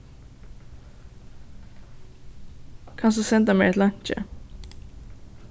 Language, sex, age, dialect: Faroese, female, 15-35, Suðuroy